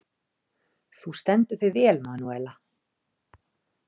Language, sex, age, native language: Icelandic, female, 30-39, Icelandic